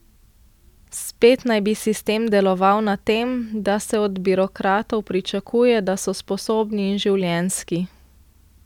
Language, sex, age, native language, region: Slovenian, female, 18-29, Slovenian, Central Slovenia